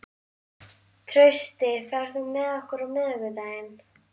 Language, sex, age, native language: Icelandic, female, 11, Icelandic